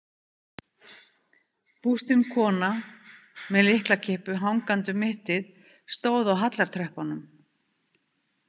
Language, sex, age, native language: Icelandic, female, 50-59, Icelandic